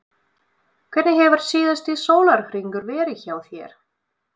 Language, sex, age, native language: Icelandic, female, 20-29, Russian